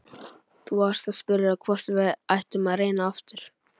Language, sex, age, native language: Icelandic, male, 11, Icelandic